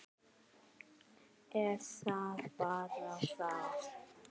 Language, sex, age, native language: Icelandic, male, 8, Icelandic